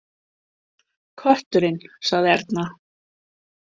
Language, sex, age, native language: Icelandic, female, 50-59, Icelandic